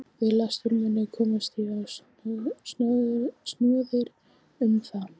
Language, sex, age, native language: Icelandic, female, 15, Icelandic